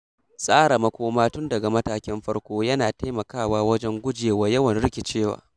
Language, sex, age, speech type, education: Hausa, male, 15-29, read, secondary